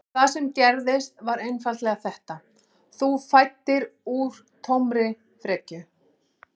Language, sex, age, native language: Icelandic, female, 40-49, Icelandic